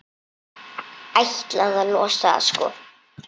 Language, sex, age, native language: Icelandic, male, 8, Icelandic